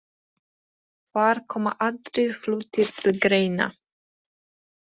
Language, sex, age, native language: Icelandic, female, 20-29, Polish